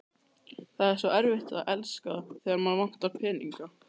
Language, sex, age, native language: Icelandic, male, 13, Icelandic